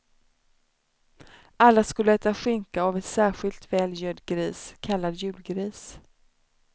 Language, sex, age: Swedish, female, 29